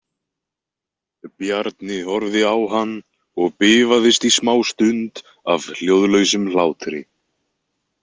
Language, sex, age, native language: Icelandic, male, 20-29, Icelandic